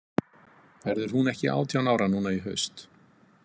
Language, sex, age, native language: Icelandic, male, 50-59, Icelandic